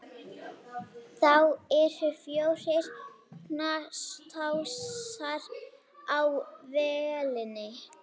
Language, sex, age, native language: Icelandic, female, 18-19, Icelandic